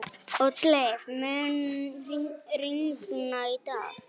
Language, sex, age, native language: Icelandic, female, 18-19, Icelandic